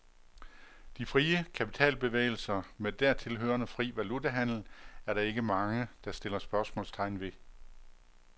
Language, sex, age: Danish, male, 48